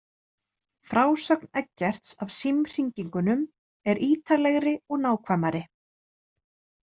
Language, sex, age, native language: Icelandic, female, 30-39, Icelandic